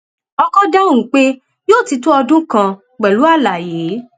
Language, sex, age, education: Yoruba, female, 15-29, tertiary